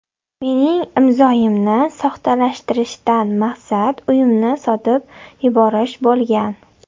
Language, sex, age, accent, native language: Uzbek, female, 18-24, Samarqand, Uzbek